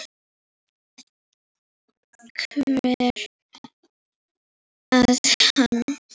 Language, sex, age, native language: Icelandic, female, 8, Icelandic